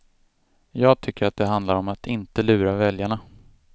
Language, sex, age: Swedish, male, 25